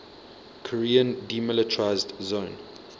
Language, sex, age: English, male, 22